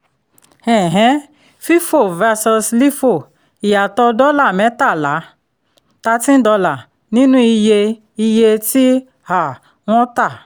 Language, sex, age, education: Yoruba, female, 30-45, tertiary